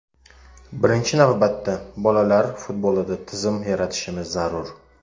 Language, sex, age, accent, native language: Uzbek, male, 35+, Toshkent shahri, Uzbek